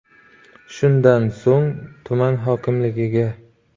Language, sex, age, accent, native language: Uzbek, male, 25-34, Xorazm, Uzbek